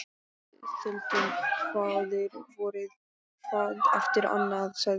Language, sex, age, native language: Icelandic, male, 12, Icelandic